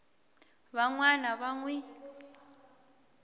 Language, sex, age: Tsonga, female, 18